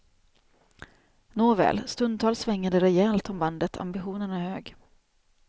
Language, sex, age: Swedish, female, 28